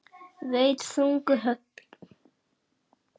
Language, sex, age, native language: Icelandic, male, 7, Icelandic